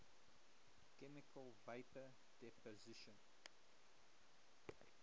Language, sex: English, male